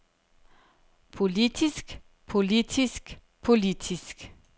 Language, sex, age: Danish, female, 30